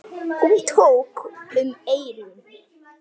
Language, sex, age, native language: Icelandic, female, 8, Icelandic